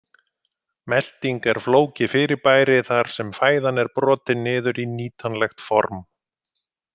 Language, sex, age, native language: Icelandic, male, 50-59, Icelandic